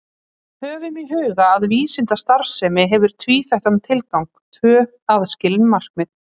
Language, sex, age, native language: Icelandic, female, 30-39, Icelandic